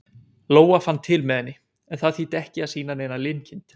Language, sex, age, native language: Icelandic, male, 20-29, Icelandic